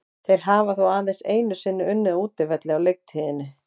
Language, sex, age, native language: Icelandic, female, 40-49, Icelandic